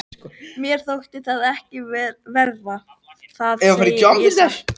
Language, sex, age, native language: Icelandic, male, 13, Icelandic